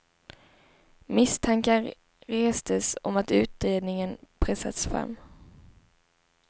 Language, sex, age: Swedish, female, 19